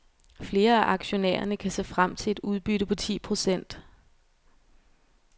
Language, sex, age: Danish, female, 24